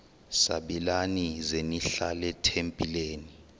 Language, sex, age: Xhosa, male, 23